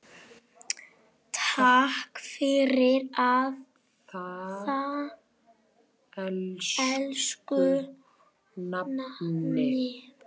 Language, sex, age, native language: Icelandic, male, 7, Icelandic